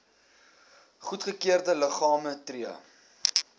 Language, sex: Afrikaans, male